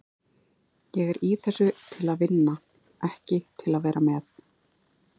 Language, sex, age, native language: Icelandic, female, 30-39, Icelandic